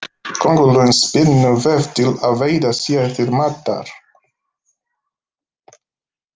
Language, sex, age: Icelandic, male, 50-59